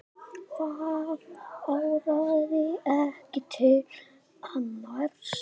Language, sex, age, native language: Icelandic, male, 8, Icelandic